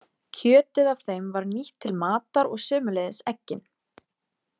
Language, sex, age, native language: Icelandic, female, 20-29, Icelandic